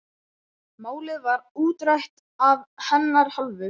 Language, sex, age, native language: Icelandic, male, 11, Icelandic